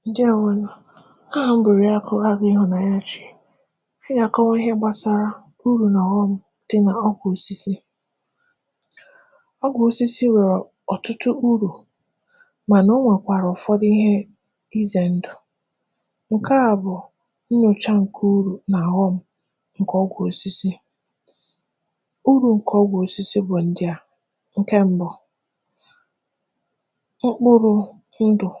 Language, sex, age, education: Igbo, female, 15-29, tertiary